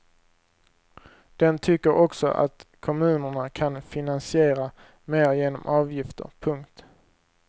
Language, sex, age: Swedish, male, 23